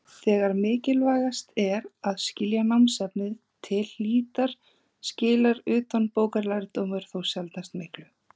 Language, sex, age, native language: Icelandic, female, 30-39, Icelandic